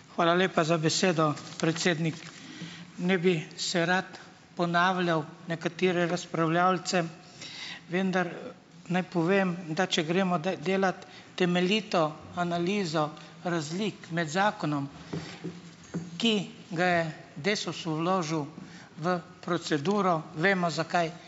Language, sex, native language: Slovenian, male, Slovenian